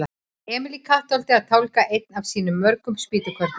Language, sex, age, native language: Icelandic, female, 40-49, Icelandic